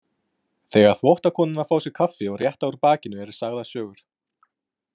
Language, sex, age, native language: Icelandic, male, 20-29, Icelandic